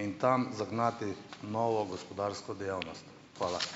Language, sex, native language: Slovenian, male, Slovenian